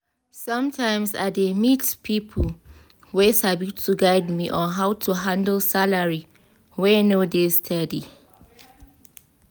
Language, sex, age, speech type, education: Nigerian Pidgin, female, 15-29, spontaneous, tertiary